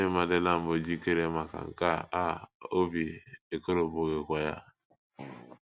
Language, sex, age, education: Igbo, male, 15-29, tertiary